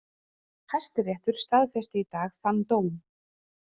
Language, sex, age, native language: Icelandic, female, 30-39, Icelandic